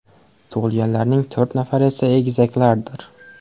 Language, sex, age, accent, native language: Uzbek, male, 18-24, Andijon, Uzbek